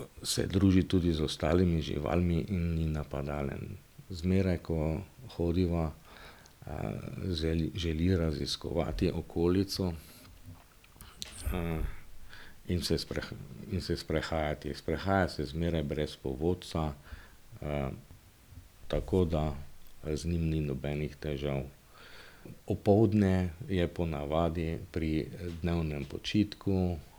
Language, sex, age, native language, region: Slovenian, male, 50-59, Slovenian, Drava region